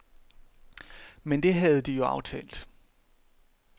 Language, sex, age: Danish, male, 31